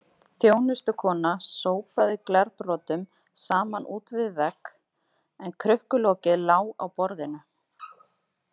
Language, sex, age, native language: Icelandic, female, 30-39, Icelandic